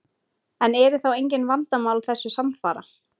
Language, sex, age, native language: Icelandic, female, 20-29, Icelandic